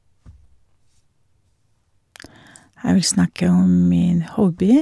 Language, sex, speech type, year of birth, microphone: Norwegian, female, spontaneous, 1951, Shure